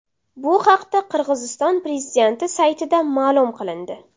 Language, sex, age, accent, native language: Uzbek, female, 18-24, Samarqand, Uzbek